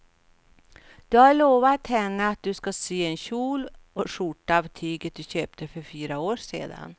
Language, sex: Swedish, female